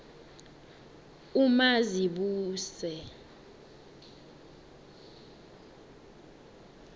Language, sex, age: South Ndebele, female, 21